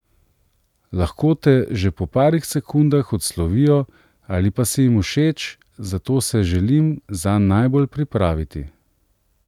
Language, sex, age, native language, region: Slovenian, male, 30-49, Slovenian, Central Slovenia